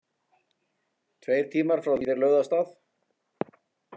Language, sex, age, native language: Icelandic, male, 40-49, Icelandic